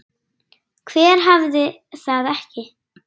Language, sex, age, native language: Icelandic, female, 10, Icelandic